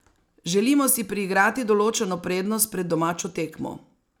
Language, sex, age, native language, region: Slovenian, female, 60+, Slovenian, Savinja region